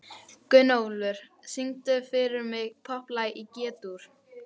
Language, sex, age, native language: Icelandic, female, 12, Icelandic